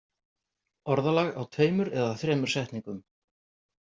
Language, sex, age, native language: Icelandic, male, 50-59, Icelandic